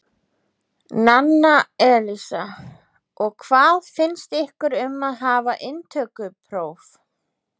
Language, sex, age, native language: Icelandic, female, 30-39, Icelandic